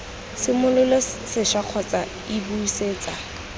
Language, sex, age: Tswana, female, 19